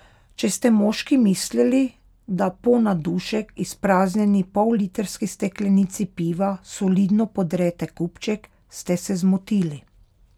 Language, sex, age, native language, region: Slovenian, female, 30-49, Slovenian, Pomurje region